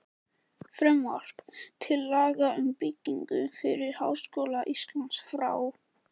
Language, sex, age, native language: Icelandic, male, 14, Icelandic